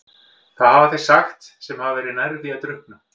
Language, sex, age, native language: Icelandic, male, 50-59, Icelandic